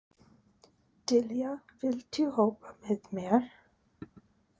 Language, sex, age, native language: Icelandic, female, 20-29, English